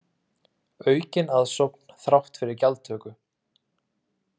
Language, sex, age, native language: Icelandic, male, 30-39, Icelandic